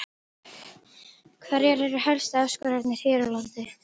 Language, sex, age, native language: Icelandic, female, 12, Icelandic